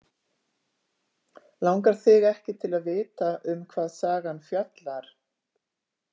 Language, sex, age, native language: Icelandic, female, 50-59, Icelandic